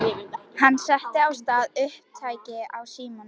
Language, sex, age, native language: Icelandic, female, 11, Icelandic